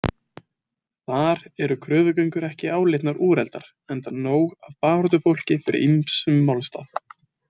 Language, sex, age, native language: Icelandic, male, 20-29, Icelandic